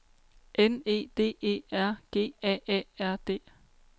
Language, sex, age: Danish, female, 30